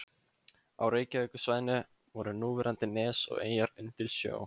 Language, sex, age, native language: Icelandic, male, 15, Icelandic